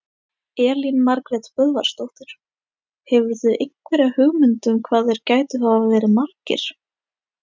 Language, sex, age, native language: Icelandic, female, 18-19, Icelandic